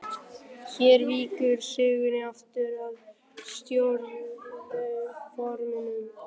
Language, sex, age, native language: Icelandic, male, 11, Icelandic